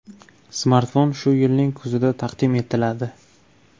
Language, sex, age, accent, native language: Uzbek, male, 18-24, Toshkent viloyati, Uzbek